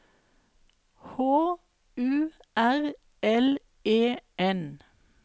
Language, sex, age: Norwegian, female, 52